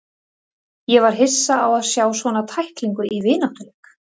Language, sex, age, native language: Icelandic, female, 30-39, Icelandic